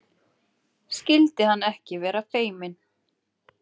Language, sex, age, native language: Icelandic, female, 30-39, Icelandic